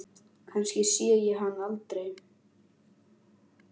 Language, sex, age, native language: Icelandic, male, 10, Icelandic